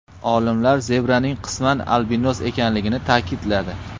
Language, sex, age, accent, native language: Uzbek, male, 25-34, Farg'ona, Uzbek